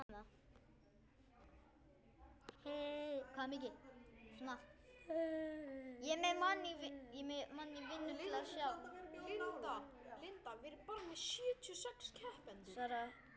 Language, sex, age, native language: Icelandic, male, 9, Icelandic